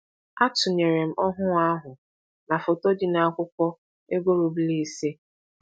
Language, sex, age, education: Igbo, female, 15-29, tertiary